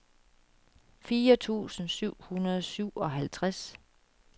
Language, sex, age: Danish, female, 36